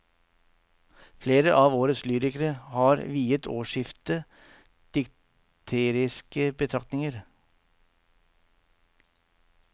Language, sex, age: Norwegian, male, 48